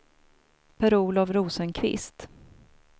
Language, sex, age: Swedish, female, 42